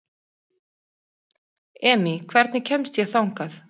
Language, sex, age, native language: Icelandic, female, 30-39, Icelandic